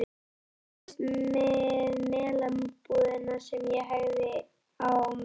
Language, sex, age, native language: Icelandic, female, 11, Icelandic